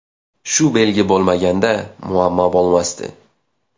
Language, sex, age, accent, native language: Uzbek, male, 19-29, Xorazm, Uzbek